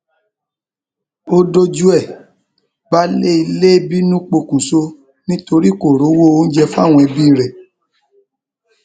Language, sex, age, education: Yoruba, male, 30-45, tertiary